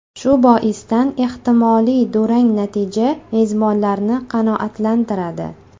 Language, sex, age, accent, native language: Uzbek, female, 25-34, Toshkent shahri, Uzbek